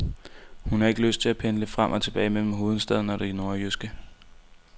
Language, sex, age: Danish, male, 19